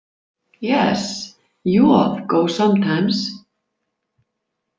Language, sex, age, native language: Icelandic, female, 50-59, Icelandic